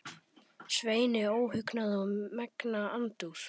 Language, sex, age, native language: Icelandic, male, 10, Icelandic